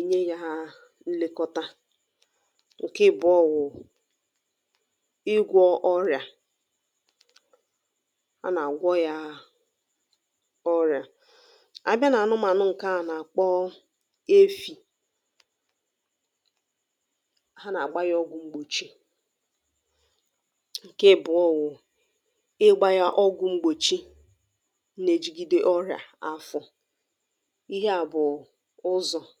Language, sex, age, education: Igbo, female, 15-29, tertiary